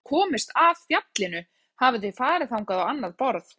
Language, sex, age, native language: Icelandic, female, 30-39, Icelandic